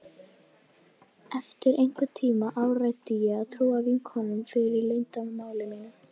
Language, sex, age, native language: Icelandic, female, 18-19, Icelandic